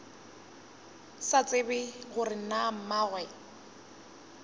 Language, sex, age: Northern Sotho, female, 20